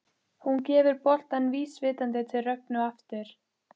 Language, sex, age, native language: Icelandic, female, 15, Icelandic